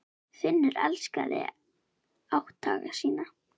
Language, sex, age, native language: Icelandic, female, 9, Icelandic